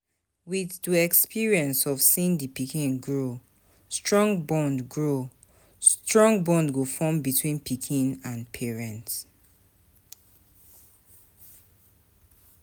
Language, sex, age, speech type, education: Nigerian Pidgin, female, 30-45, spontaneous, tertiary